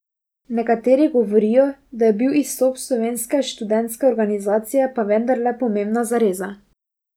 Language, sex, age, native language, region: Slovenian, female, 18-29, Slovenian, Drava region